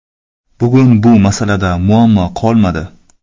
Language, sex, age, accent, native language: Uzbek, male, 25-34, Qoraqalpog'iston, Karakalpak